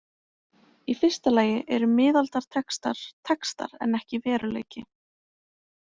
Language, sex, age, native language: Icelandic, female, 20-29, Icelandic